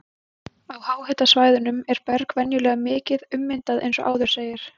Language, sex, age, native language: Icelandic, female, 20-29, Icelandic